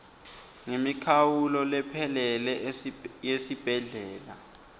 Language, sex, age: Swati, male, 20